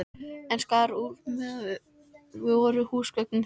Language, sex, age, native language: Icelandic, female, 13, Icelandic